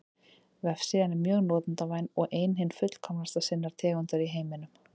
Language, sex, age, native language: Icelandic, female, 30-39, Icelandic